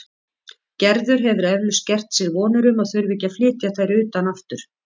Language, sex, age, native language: Icelandic, female, 50-59, Icelandic